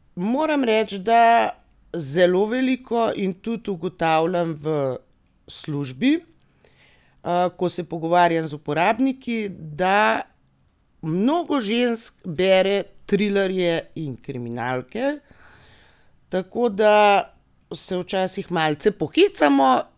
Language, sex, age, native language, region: Slovenian, female, 30-49, Slovenian, Gorenjska region